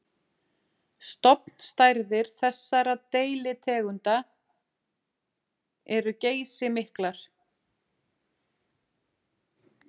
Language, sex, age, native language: Icelandic, female, 40-49, Icelandic